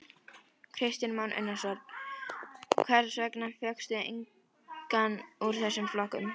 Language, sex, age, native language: Icelandic, female, 11, Icelandic